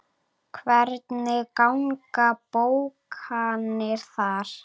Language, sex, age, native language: Icelandic, female, 9, Icelandic